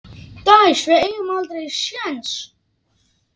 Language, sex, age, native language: Icelandic, male, 10, Icelandic